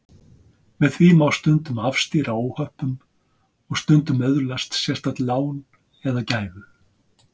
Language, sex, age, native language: Icelandic, male, 60-69, Icelandic